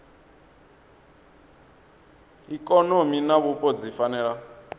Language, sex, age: Venda, male, 22